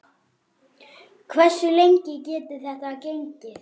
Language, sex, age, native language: Icelandic, male, 9, Icelandic